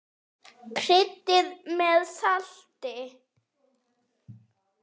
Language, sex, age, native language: Icelandic, female, 9, Icelandic